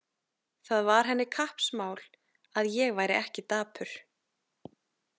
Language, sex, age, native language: Icelandic, female, 30-39, Icelandic